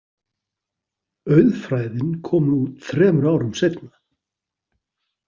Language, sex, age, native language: Icelandic, male, 40-49, Icelandic